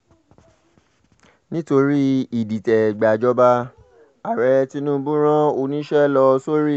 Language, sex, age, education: Yoruba, male, 30-45, tertiary